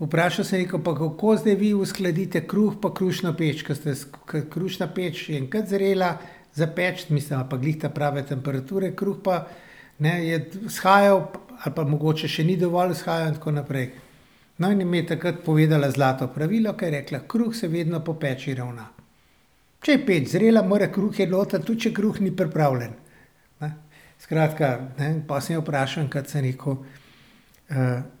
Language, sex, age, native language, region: Slovenian, male, 60+, Slovenian, Central Slovenia